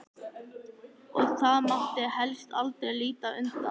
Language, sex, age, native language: Icelandic, male, 14, Icelandic